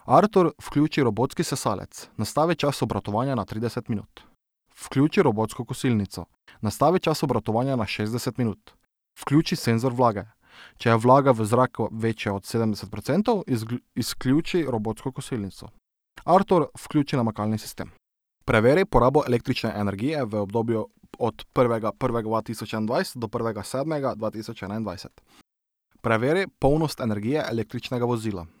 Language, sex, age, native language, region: Slovenian, male, 18-29, Slovenian, Drava region